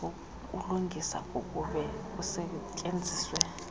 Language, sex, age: Xhosa, female, 35